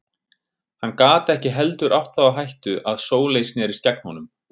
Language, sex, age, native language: Icelandic, male, 30-39, Icelandic